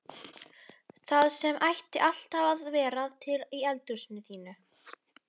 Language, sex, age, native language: Icelandic, female, 13, Icelandic